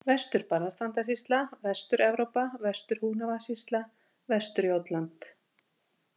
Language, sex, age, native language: Icelandic, female, 50-59, Icelandic